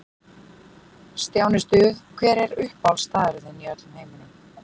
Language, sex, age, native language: Icelandic, female, 40-49, Icelandic